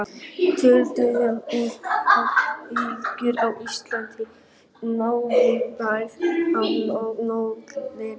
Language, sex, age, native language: Icelandic, female, 50-59, Icelandic